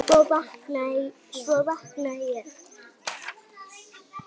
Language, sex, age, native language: Icelandic, female, 6, Icelandic